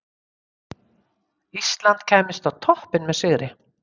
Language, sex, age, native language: Icelandic, female, 50-59, Icelandic